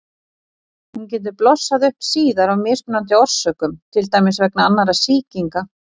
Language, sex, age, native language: Icelandic, female, 40-49, Icelandic